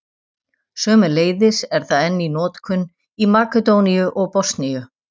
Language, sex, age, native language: Icelandic, female, 40-49, Icelandic